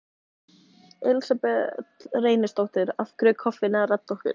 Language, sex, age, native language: Icelandic, female, 18-19, Icelandic